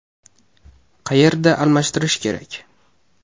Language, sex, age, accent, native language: Uzbek, male, 18-24, Navoiy, Uzbek